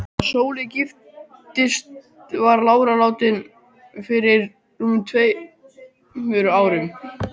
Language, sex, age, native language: Icelandic, male, 12, Icelandic